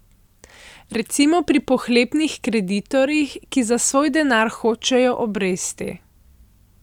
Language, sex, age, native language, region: Slovenian, female, 18-29, Slovenian, Central Slovenia